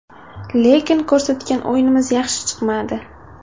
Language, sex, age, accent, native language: Uzbek, female, 19-29, Samarqand, Uzbek